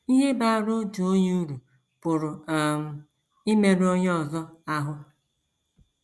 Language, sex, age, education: Igbo, female, 46-60, tertiary